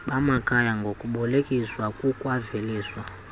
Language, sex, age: Xhosa, male, 20